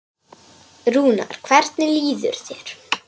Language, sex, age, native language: Icelandic, male, 9, Polish